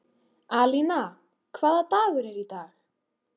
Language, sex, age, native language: Icelandic, female, 18-19, Icelandic